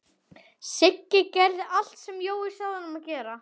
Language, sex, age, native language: Icelandic, male, 12, Icelandic